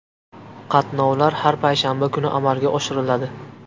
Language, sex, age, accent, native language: Uzbek, male, 18-24, Qashqadaryo, Uzbek